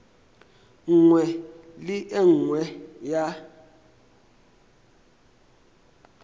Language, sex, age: Northern Sotho, male, 23